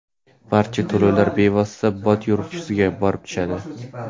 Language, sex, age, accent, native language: Uzbek, male, 18-24, Navoiy, Uzbek